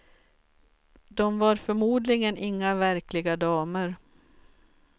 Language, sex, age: Swedish, female, 44